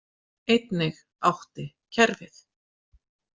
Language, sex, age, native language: Icelandic, female, 50-59, Icelandic